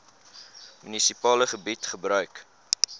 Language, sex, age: Afrikaans, male, 20